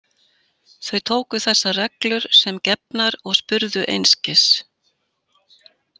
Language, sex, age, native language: Icelandic, female, 60-69, Icelandic